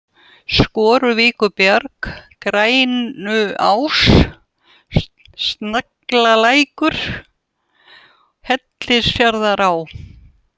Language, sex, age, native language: Icelandic, female, 70-79, Russian